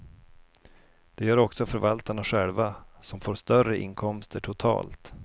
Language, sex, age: Swedish, male, 32